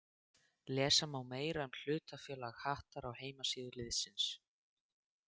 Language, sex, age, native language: Icelandic, male, 18-19, Icelandic